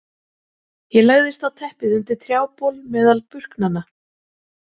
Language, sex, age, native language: Icelandic, female, 40-49, Icelandic